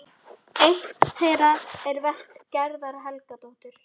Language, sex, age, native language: Icelandic, female, 12, Icelandic